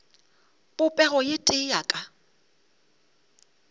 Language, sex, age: Northern Sotho, female, 35